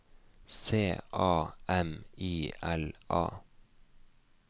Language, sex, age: Norwegian, male, 29